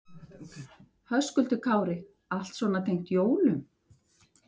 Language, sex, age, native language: Icelandic, female, 50-59, Icelandic